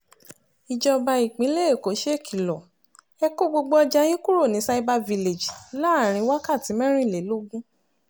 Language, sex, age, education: Yoruba, female, 30-45, tertiary